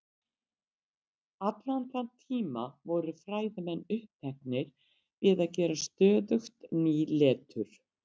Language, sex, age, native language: Icelandic, female, 60-69, Icelandic